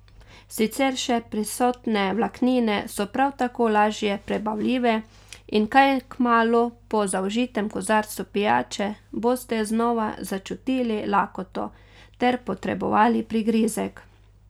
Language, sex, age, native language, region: Slovenian, female, 30-49, Slovenian, Carinthia region